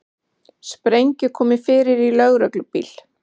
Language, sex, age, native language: Icelandic, female, 40-49, Icelandic